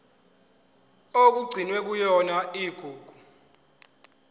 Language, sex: Zulu, male